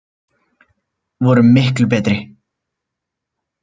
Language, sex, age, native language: Icelandic, male, 20-29, Icelandic